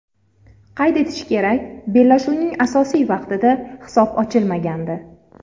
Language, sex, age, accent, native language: Uzbek, female, 30-39, Farg'ona, Uzbek